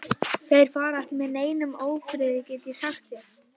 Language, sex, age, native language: Icelandic, male, 11, Icelandic